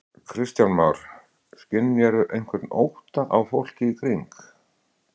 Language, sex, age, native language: Icelandic, male, 60-69, Icelandic